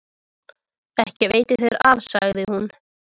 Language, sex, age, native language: Icelandic, female, 13, Icelandic